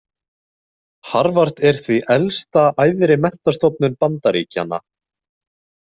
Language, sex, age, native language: Icelandic, male, 20-29, Icelandic